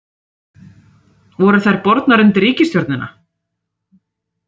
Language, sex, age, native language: Icelandic, female, 30-39, Icelandic